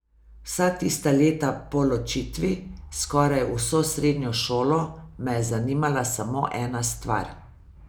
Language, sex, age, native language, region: Slovenian, female, 50-59, Slovenian, Savinja region